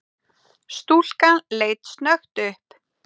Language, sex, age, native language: Icelandic, female, 10, Icelandic